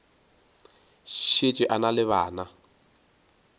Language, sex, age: Northern Sotho, male, 22